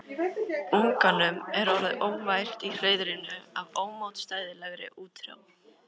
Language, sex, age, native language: Icelandic, female, 13, Icelandic